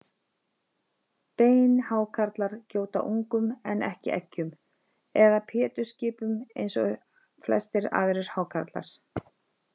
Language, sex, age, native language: Icelandic, female, 50-59, Icelandic